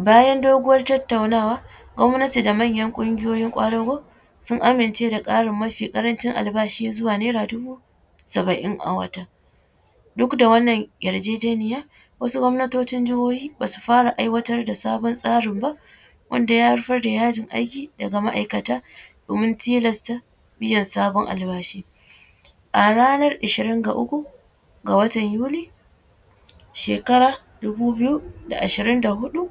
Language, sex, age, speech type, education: Hausa, female, 15-29, spontaneous, secondary